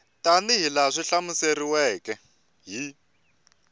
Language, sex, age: Tsonga, male, 24